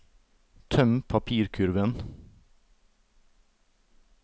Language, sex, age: Norwegian, male, 38